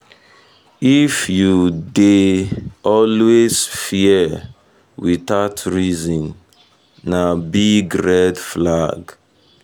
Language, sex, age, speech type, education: Nigerian Pidgin, male, 15-29, spontaneous, tertiary